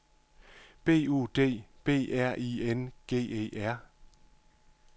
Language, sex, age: Danish, male, 51